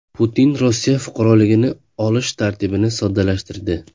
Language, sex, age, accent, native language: Uzbek, male, 35+, Xorazm, Uzbek